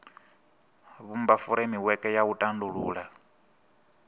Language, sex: Venda, male